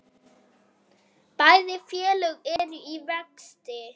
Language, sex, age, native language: Icelandic, female, 9, Icelandic